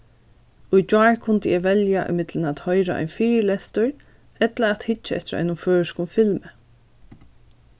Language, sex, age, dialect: Faroese, female, 15-35, Norðurstreymoy/Eysturoy